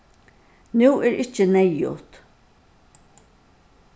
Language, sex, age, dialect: Faroese, female, 61+, Suðurstreymoy